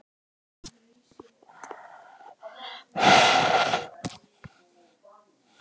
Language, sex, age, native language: Icelandic, male, 13, Icelandic